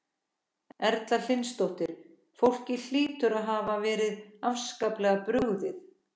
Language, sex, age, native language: Icelandic, female, 14, Icelandic